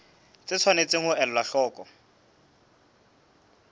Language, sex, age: Southern Sotho, male, 26